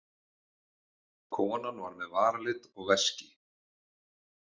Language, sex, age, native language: Icelandic, male, 40-49, Icelandic